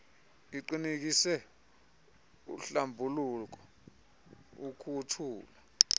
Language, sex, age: Xhosa, male, 24